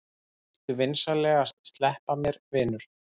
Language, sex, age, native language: Icelandic, male, 30-39, Icelandic